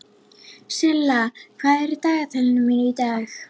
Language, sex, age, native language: Icelandic, female, 11, Icelandic